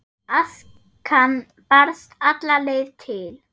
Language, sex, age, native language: Icelandic, female, 8, German